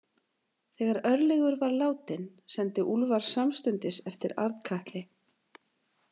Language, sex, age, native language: Icelandic, female, 40-49, Icelandic